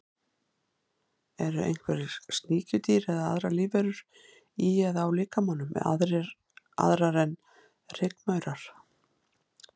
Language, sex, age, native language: Icelandic, female, 50-59, Icelandic